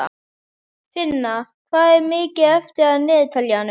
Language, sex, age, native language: Icelandic, female, 11, Icelandic